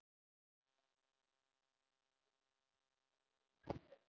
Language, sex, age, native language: Icelandic, female, 12, Icelandic